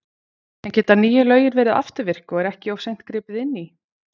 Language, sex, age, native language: Icelandic, female, 40-49, Icelandic